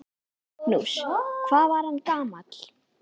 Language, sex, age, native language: Icelandic, female, 10, Icelandic